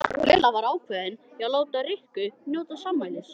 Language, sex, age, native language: Icelandic, male, 13, Icelandic